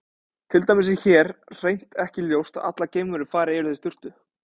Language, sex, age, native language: Icelandic, male, 20-29, Icelandic